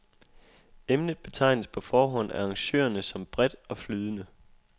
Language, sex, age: Danish, male, 25